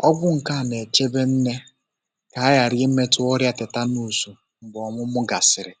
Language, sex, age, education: Igbo, male, 15-29, tertiary